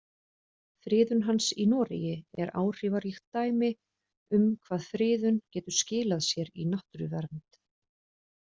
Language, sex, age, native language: Icelandic, female, 40-49, Icelandic